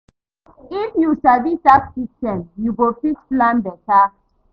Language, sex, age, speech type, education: Nigerian Pidgin, female, 30-45, read, tertiary